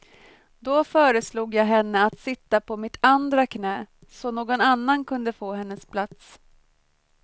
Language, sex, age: Swedish, female, 23